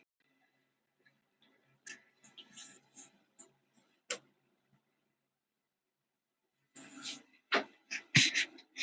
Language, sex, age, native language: Icelandic, female, 18-19, Icelandic